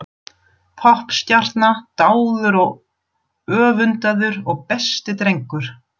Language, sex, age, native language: Icelandic, female, 40-49, German